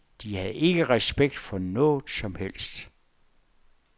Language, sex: Danish, male